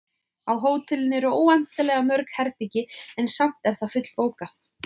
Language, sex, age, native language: Icelandic, female, 20-29, Icelandic